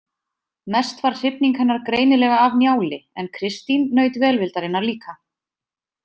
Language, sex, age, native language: Icelandic, female, 20-29, Icelandic